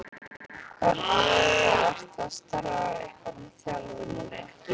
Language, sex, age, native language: Icelandic, female, 15, Icelandic